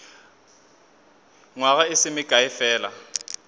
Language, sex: Northern Sotho, male